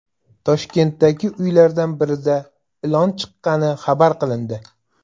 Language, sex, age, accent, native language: Uzbek, male, 35+, Toshkent viloyati, Uzbek